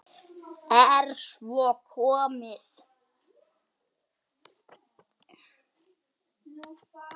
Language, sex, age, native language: Icelandic, female, 9, Icelandic